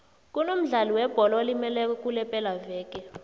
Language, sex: South Ndebele, female